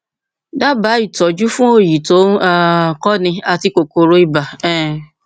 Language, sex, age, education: Yoruba, female, 46-60, tertiary